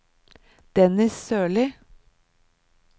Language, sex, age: Norwegian, female, 37